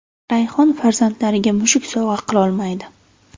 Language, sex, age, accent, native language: Uzbek, female, 18-24, Navoiy, Uzbek